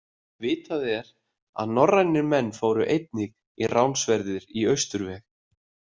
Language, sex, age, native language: Icelandic, male, 30-39, Icelandic